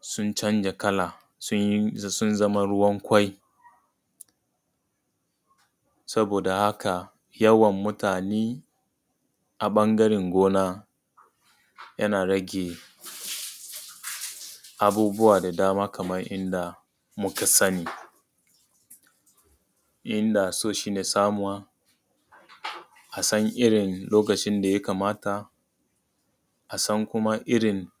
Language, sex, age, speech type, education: Hausa, male, 30-45, spontaneous, tertiary